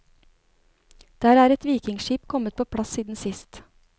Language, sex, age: Norwegian, female, 36